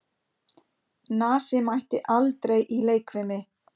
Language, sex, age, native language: Icelandic, female, 50-59, Icelandic